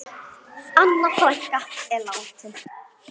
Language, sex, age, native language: Icelandic, female, 9, Icelandic